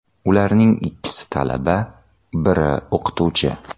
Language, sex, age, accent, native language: Uzbek, male, 30-39, Toshkent shahri, Uzbek